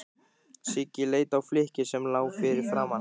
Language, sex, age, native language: Icelandic, male, 15, Icelandic